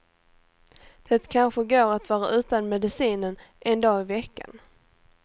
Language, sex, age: Swedish, female, 18